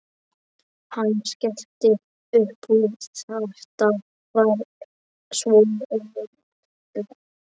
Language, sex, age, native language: Icelandic, male, 12, Icelandic